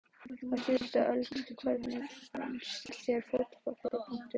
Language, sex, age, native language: Icelandic, female, 12, Icelandic